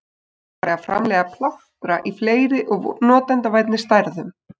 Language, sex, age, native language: Icelandic, female, 20-29, Icelandic